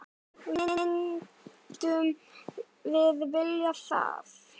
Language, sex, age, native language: Icelandic, male, 9, Icelandic